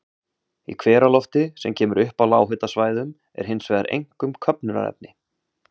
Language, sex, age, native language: Icelandic, male, 30-39, Icelandic